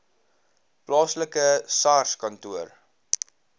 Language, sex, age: Afrikaans, male, 19